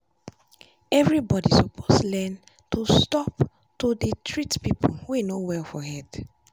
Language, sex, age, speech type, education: Nigerian Pidgin, female, 15-29, spontaneous, tertiary